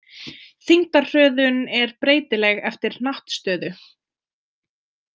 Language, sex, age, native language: Icelandic, female, 20-29, Icelandic